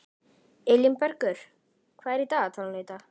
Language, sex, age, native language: Icelandic, male, 11, Icelandic